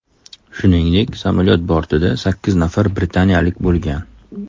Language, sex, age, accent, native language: Uzbek, male, 35+, Toshkent shahri, Uzbek